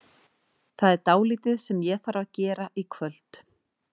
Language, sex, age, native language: Icelandic, female, 30-39, Icelandic